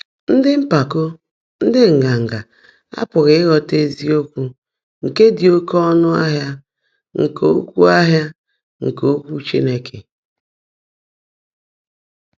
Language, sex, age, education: Igbo, female, 30-45, tertiary